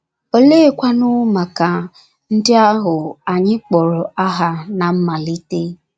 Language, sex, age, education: Igbo, female, 15-29, tertiary